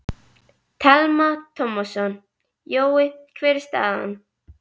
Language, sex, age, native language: Icelandic, female, 11, Icelandic